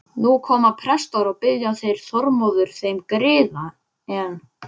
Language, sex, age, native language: Icelandic, male, 11, Icelandic